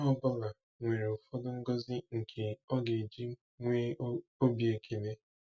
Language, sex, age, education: Igbo, male, 15-29, tertiary